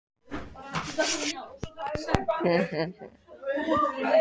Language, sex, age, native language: Icelandic, male, 12, Icelandic